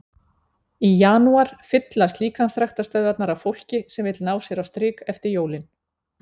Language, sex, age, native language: Icelandic, female, 40-49, Icelandic